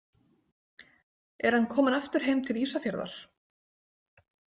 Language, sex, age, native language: Icelandic, female, 40-49, Icelandic